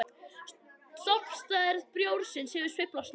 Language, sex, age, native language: Icelandic, male, 21, Icelandic